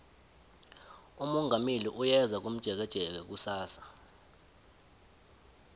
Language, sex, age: South Ndebele, male, 20